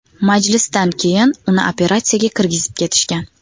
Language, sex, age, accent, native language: Uzbek, female, 19-29, Toshkent viloyati, Uzbek